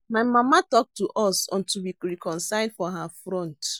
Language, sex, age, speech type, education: Nigerian Pidgin, female, 30-45, read, secondary